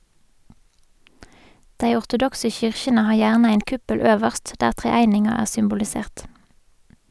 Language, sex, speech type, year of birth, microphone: Norwegian, female, read, 1985, Sennheiser